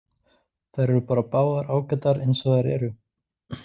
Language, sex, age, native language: Icelandic, male, 20-29, Icelandic